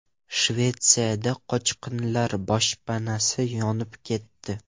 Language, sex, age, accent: Uzbek, male, 12-17, Toshkent viloyati